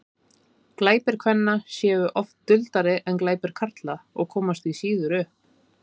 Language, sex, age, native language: Icelandic, female, 30-39, Icelandic